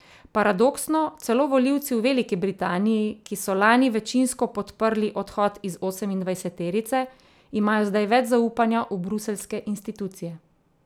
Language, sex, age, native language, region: Slovenian, female, 30-49, Slovenian, Central Slovenia